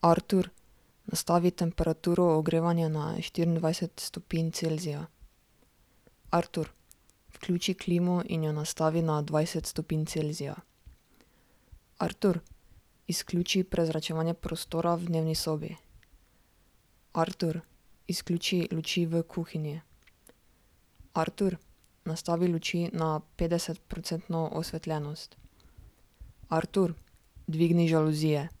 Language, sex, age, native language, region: Slovenian, female, 18-29, Slovenian, Drava region